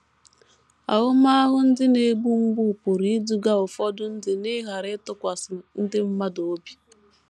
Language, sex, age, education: Igbo, female, 15-29, tertiary